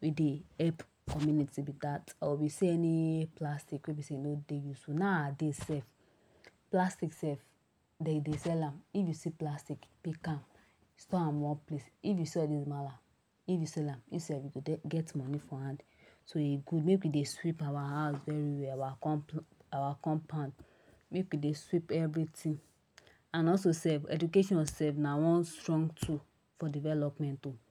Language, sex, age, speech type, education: Nigerian Pidgin, female, 60+, spontaneous, tertiary